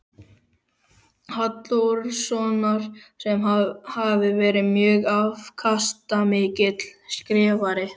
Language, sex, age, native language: Icelandic, male, 12, Icelandic